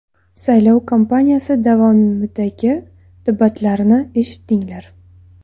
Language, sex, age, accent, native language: Uzbek, female, 19-29, Toshkent viloyati, Uzbek